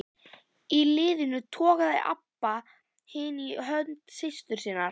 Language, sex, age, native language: Icelandic, female, 11, Icelandic